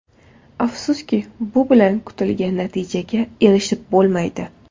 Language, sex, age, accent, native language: Uzbek, female, 19-29, Toshkent viloyati, Uzbek